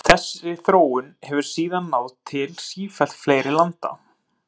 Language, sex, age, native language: Icelandic, male, 30-39, Icelandic